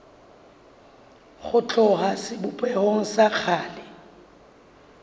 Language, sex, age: Southern Sotho, female, 35